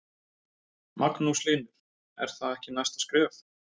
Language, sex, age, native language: Icelandic, male, 30-39, Icelandic